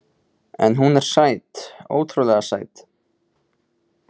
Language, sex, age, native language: Icelandic, male, 20-29, Icelandic